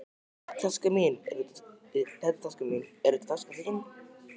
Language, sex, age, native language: Icelandic, male, 12, Icelandic